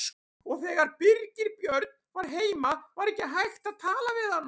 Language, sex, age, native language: Icelandic, male, 40-49, Icelandic